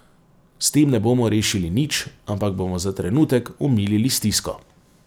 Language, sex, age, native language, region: Slovenian, male, 30-49, Slovenian, Savinja region